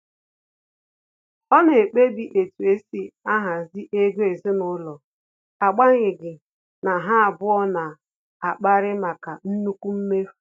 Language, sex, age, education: Igbo, female, 30-45, tertiary